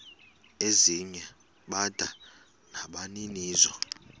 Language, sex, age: Xhosa, male, 32